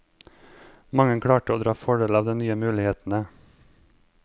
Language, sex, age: Norwegian, male, 23